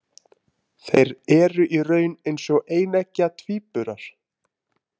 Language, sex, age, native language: Icelandic, male, 20-29, Icelandic